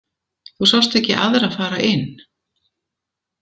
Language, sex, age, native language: Icelandic, female, 70-79, Icelandic